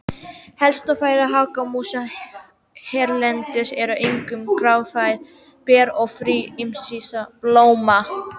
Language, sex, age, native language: Icelandic, female, 18-19, Icelandic